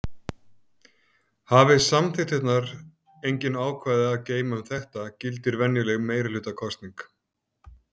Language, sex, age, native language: Icelandic, male, 50-59, Icelandic